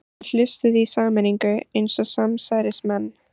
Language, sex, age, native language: Icelandic, female, 14, Icelandic